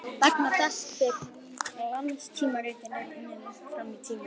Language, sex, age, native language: Icelandic, female, 11, Icelandic